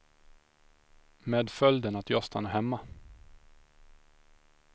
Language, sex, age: Swedish, male, 25